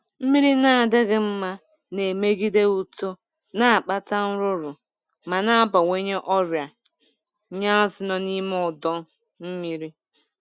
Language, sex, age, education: Igbo, female, 30-45, tertiary